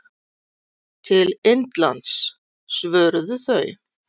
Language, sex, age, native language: Icelandic, female, 40-49, Icelandic